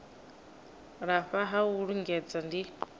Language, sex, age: Venda, female, 26